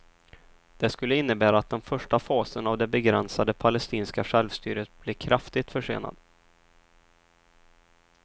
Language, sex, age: Swedish, male, 23